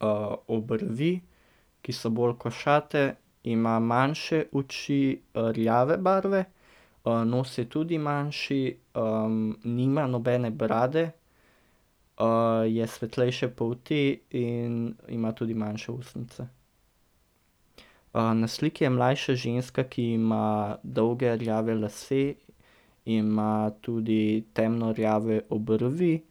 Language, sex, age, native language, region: Slovenian, male, 18-29, Slovenian, Central Slovenia